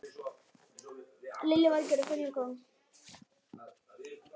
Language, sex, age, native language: Icelandic, male, 12, Icelandic